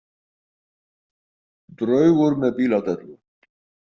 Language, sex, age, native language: Icelandic, male, 80-89, Icelandic